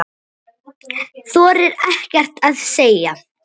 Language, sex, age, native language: Icelandic, male, 7, Icelandic